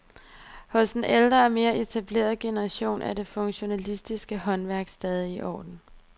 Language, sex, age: Danish, female, 23